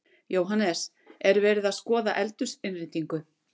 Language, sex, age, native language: Icelandic, female, 60-69, Icelandic